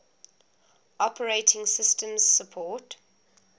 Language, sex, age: English, female, 20